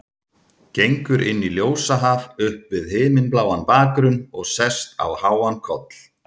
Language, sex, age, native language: Icelandic, male, 30-39, Icelandic